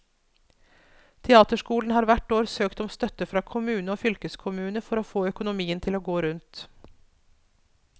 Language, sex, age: Norwegian, female, 42